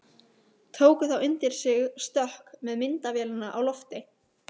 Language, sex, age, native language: Icelandic, female, 15, Icelandic